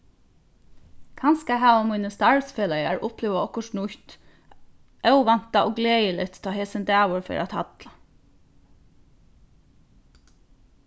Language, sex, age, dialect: Faroese, female, 15-35, Norðurstreymoy/Eysturoy